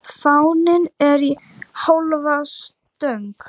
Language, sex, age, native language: Icelandic, female, 10, Icelandic